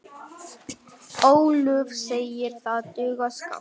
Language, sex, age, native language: Icelandic, male, 10, Vietnamese